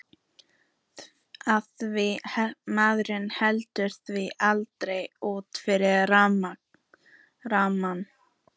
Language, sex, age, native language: Icelandic, female, 14, Icelandic